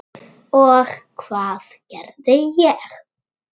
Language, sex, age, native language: Icelandic, male, 6, Icelandic